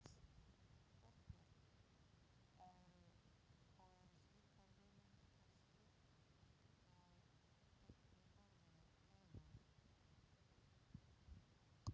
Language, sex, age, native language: Icelandic, female, 40-49, Polish